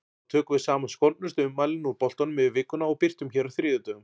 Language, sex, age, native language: Icelandic, male, 40-49, Icelandic